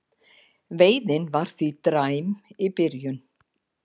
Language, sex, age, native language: Icelandic, female, 50-59, Icelandic